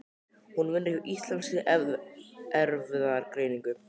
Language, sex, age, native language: Icelandic, male, 12, Icelandic